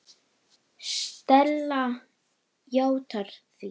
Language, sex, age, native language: Icelandic, female, 9, Icelandic